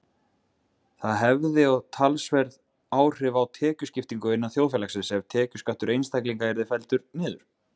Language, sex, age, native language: Icelandic, male, 20-29, Icelandic